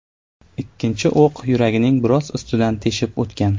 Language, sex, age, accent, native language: Uzbek, male, 18-24, Navoiy, Uzbek